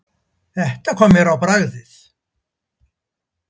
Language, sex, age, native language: Icelandic, male, 70-79, Icelandic